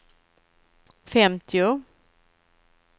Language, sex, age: Swedish, female, 41